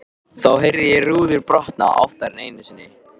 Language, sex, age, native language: Icelandic, male, 13, Icelandic